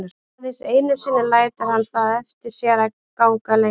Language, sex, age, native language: Icelandic, female, 30-39, Icelandic